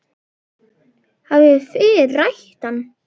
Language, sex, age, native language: Icelandic, male, 9, Icelandic